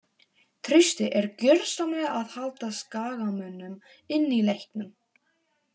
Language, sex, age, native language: Icelandic, female, 18-19, Polish